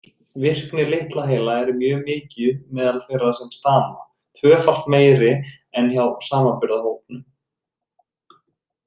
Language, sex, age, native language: Icelandic, male, 30-39, Icelandic